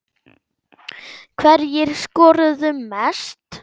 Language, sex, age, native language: Icelandic, male, 10, Icelandic